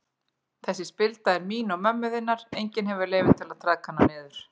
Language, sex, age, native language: Icelandic, female, 40-49, Icelandic